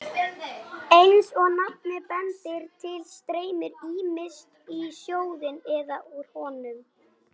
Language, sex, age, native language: Icelandic, female, 18-19, Icelandic